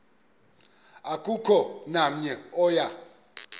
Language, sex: Xhosa, male